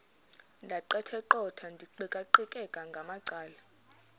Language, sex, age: Xhosa, female, 23